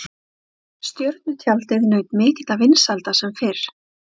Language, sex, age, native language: Icelandic, female, 30-39, Icelandic